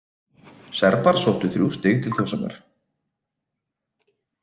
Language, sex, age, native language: Icelandic, male, 30-39, Icelandic